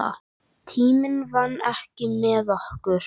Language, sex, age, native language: Icelandic, male, 10, Icelandic